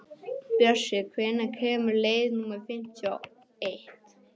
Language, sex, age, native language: Icelandic, male, 11, English